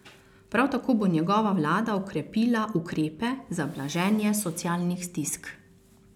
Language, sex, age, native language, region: Slovenian, female, 30-49, Slovenian, Carinthia region